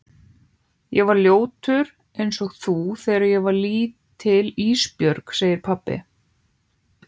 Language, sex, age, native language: Icelandic, female, 18-19, Icelandic